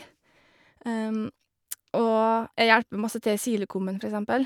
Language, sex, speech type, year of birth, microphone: Norwegian, female, spontaneous, 1986, Shure